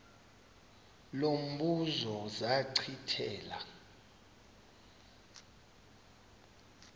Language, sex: Xhosa, male